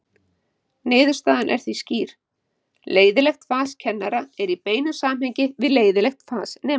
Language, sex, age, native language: Icelandic, female, 50-59, Icelandic